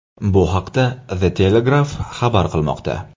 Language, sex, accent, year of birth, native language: Uzbek, male, Andijon, 1999, Uzbek